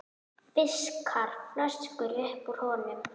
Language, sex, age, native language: Icelandic, female, 9, Icelandic